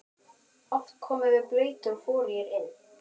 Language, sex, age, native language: Icelandic, male, 12, Icelandic